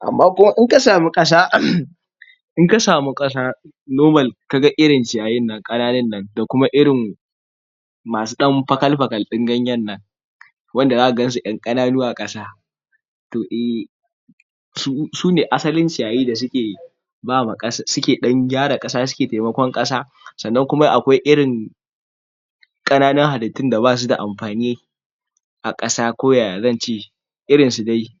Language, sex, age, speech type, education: Hausa, male, 46-60, spontaneous, tertiary